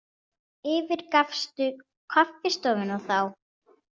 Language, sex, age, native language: Icelandic, female, 18-19, Icelandic